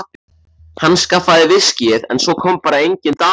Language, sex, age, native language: Icelandic, male, 14, Icelandic